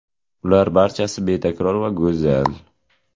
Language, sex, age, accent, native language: Uzbek, male, 18-24, Jizzax, Uzbek